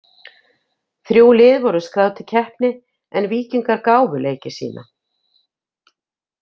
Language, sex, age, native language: Icelandic, female, 50-59, Icelandic